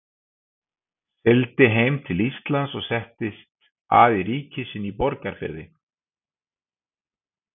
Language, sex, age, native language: Icelandic, male, 50-59, Icelandic